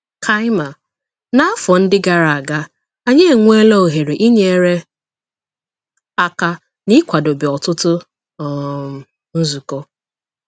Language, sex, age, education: Igbo, female, 15-29, tertiary